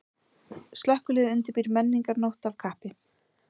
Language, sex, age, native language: Icelandic, female, 40-49, Icelandic